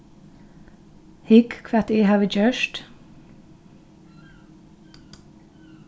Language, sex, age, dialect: Faroese, female, 36-60, Norðurstreymoy/Eysturoy